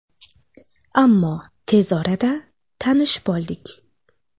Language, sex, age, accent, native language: Uzbek, female, 18-24, Xorazm, Uzbek